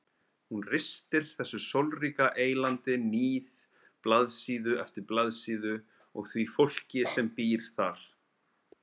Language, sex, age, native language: Icelandic, male, 30-39, Icelandic